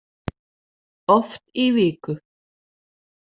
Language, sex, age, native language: Icelandic, female, 40-49, Danish